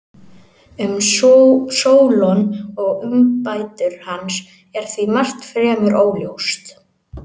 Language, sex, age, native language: Icelandic, male, 18-19, Icelandic